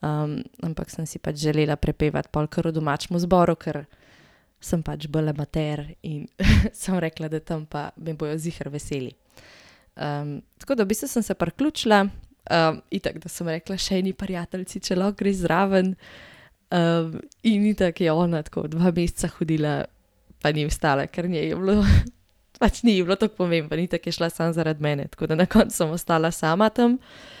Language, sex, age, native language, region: Slovenian, female, 18-29, Slovenian, Gorenjska region